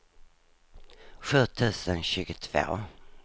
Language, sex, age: Swedish, female, 59